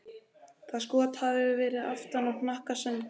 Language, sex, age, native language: Icelandic, male, 18-19, Icelandic